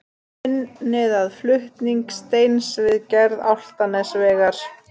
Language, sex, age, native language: Icelandic, female, 30-39, Icelandic